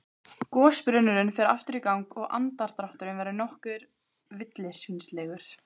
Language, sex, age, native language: Icelandic, female, 15, Icelandic